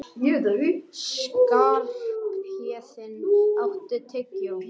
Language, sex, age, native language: Icelandic, male, 18-19, Icelandic